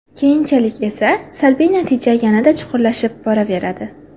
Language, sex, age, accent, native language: Uzbek, female, 18-24, Qoraqalpog'iston, Uzbek